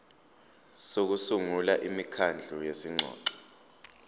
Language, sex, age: Zulu, male, 29